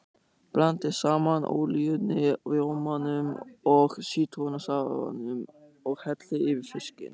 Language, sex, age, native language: Icelandic, male, 14, German